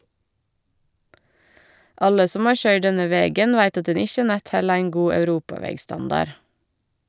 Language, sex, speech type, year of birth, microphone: Norwegian, female, read, 1982, Shure